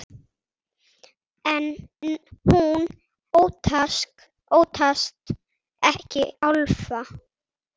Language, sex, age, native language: Icelandic, male, 6, Icelandic